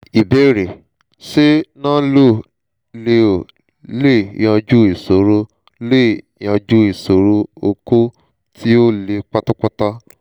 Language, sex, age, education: Yoruba, male, 15-29, tertiary